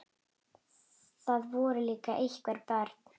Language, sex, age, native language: Icelandic, female, 9, Icelandic